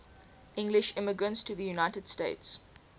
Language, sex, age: English, female, 18